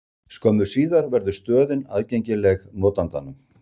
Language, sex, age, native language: Icelandic, male, 60-69, Icelandic